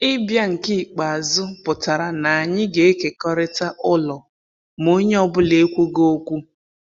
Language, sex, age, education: Igbo, female, 15-29, tertiary